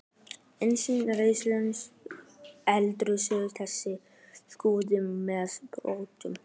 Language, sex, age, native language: Icelandic, male, 12, Icelandic